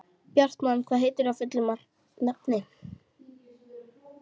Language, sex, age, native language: Icelandic, female, 12, Icelandic